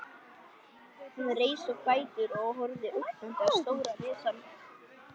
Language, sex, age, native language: Icelandic, male, 11, Icelandic